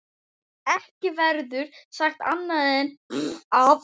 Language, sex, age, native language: Icelandic, female, 11, Icelandic